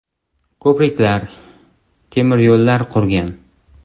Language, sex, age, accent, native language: Uzbek, male, 25-34, Qoraqalpog'iston, Uzbek